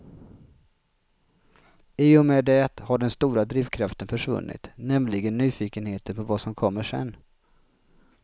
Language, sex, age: Swedish, male, 33